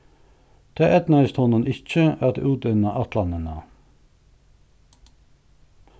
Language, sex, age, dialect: Faroese, male, 61+, Suðurstreymoy